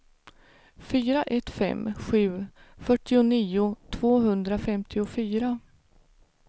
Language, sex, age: Swedish, female, 49